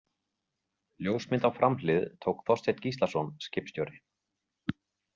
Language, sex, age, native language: Icelandic, male, 40-49, Icelandic